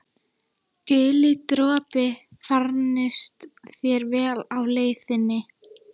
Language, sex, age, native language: Icelandic, female, 13, Icelandic